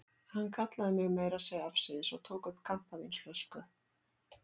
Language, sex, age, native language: Icelandic, female, 40-49, Icelandic